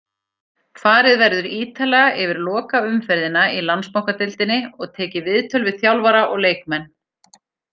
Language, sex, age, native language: Icelandic, female, 40-49, Icelandic